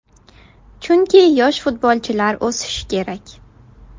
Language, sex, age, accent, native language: Uzbek, female, 19-29, Buxoro, Uzbek